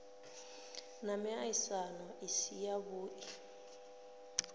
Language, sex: Venda, female